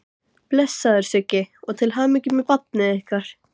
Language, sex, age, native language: Icelandic, female, 13, Icelandic